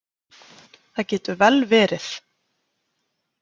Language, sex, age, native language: Icelandic, female, 20-29, Icelandic